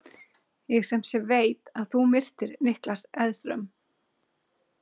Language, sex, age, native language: Icelandic, female, 30-39, Icelandic